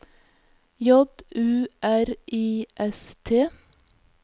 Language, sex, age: Norwegian, female, 46